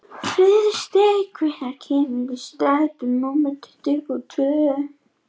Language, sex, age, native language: Icelandic, female, 18-19, Icelandic